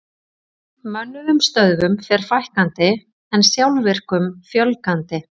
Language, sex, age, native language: Icelandic, female, 40-49, Icelandic